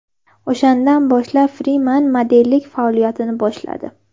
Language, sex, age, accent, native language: Uzbek, female, 12-17, Andijon, Uzbek